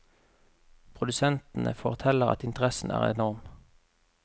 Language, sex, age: Norwegian, male, 33